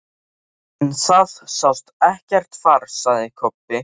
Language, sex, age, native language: Icelandic, male, 13, Icelandic